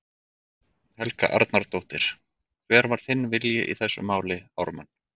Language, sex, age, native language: Icelandic, male, 40-49, Icelandic